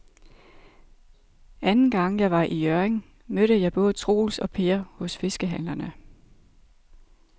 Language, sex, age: Danish, female, 32